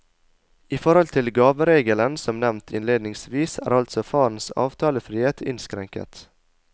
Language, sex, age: Norwegian, male, 22